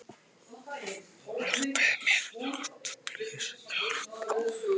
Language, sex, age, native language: Icelandic, other, 18-19, Icelandic